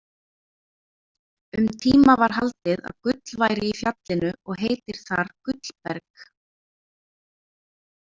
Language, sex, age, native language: Icelandic, female, 20-29, Icelandic